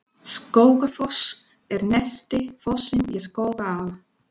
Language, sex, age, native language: Icelandic, female, 40-49, Spanish